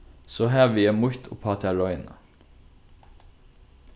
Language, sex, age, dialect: Faroese, male, 15-35, Norðurstreymoy/Eysturoy